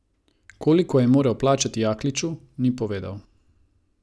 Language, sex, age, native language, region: Slovenian, male, 30-49, Croatian, Savinja region